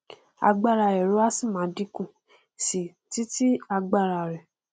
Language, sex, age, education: Yoruba, female, 15-29, tertiary